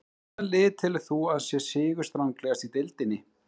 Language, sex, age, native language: Icelandic, male, 30-39, Icelandic